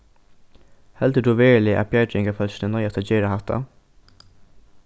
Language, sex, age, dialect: Faroese, male, 15-35, Norðurstreymoy/Eysturoy